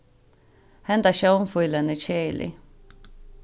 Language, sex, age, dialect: Faroese, female, 15-35, Sandoy